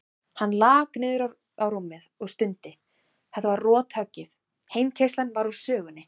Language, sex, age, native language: Icelandic, female, 18-19, Icelandic